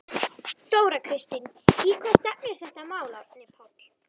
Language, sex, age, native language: Icelandic, female, 11, Icelandic